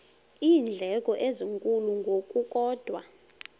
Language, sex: Xhosa, female